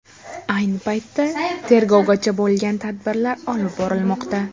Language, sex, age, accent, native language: Uzbek, female, 18-24, Jizzax, Uzbek